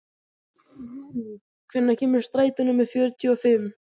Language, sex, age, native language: Icelandic, male, 14, Icelandic